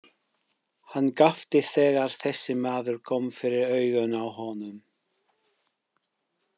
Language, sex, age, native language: Icelandic, male, 50-59, English